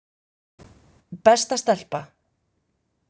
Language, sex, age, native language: Icelandic, female, 50-59, Icelandic